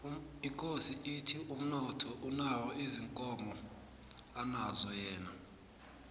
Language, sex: South Ndebele, male